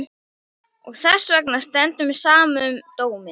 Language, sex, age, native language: Icelandic, male, 11, Icelandic